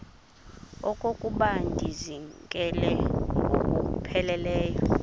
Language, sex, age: Xhosa, female, 20